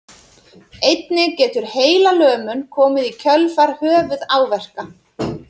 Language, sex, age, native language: Icelandic, female, 30-39, Icelandic